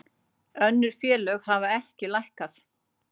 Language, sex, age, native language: Icelandic, female, 40-49, Icelandic